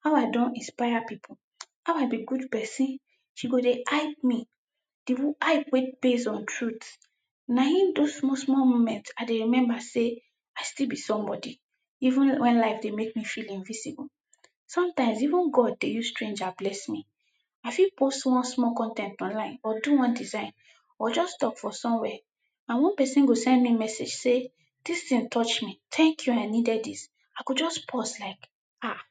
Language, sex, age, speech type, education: Nigerian Pidgin, female, 15-29, spontaneous, tertiary